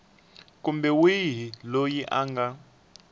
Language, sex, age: Tsonga, male, 18